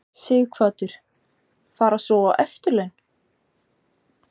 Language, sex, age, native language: Icelandic, female, 20-29, Icelandic